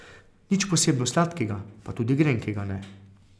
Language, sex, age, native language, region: Slovenian, male, 30-49, Slovenian, Carinthia region